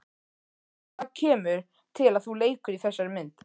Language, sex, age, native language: Icelandic, male, 13, Icelandic